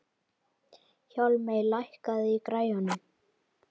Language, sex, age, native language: Icelandic, female, 12, Icelandic